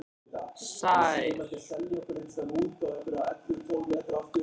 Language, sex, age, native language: Icelandic, female, 60-69, Icelandic